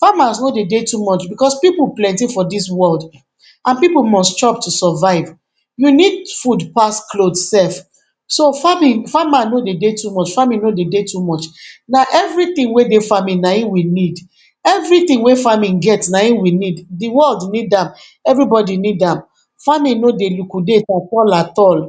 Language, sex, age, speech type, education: Nigerian Pidgin, female, 46-60, spontaneous, tertiary